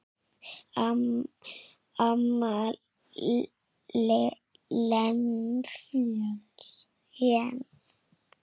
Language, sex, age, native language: Icelandic, female, 6, Icelandic